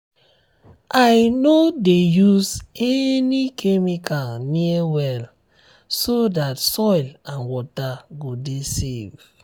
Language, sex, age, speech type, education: Nigerian Pidgin, male, 30-45, spontaneous, tertiary